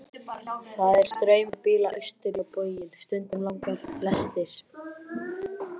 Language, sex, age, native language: Icelandic, male, 11, Icelandic